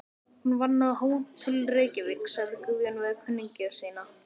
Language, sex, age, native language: Icelandic, male, 12, Icelandic